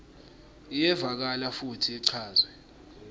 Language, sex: Swati, male